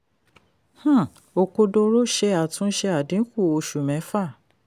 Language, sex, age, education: Yoruba, female, 30-45, tertiary